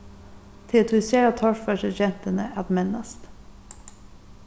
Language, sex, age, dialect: Faroese, female, 36-60, Suðurstreymoy